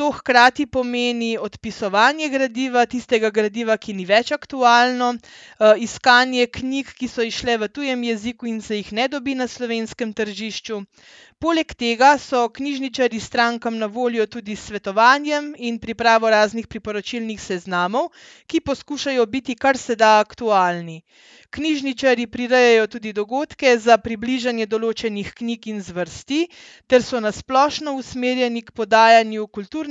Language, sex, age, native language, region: Slovenian, female, 30-49, Slovenian, Central Slovenia